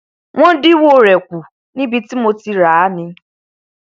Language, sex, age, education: Yoruba, female, 15-29, tertiary